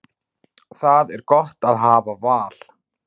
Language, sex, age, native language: Icelandic, male, 40-49, Icelandic